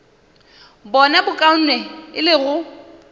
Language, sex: Northern Sotho, female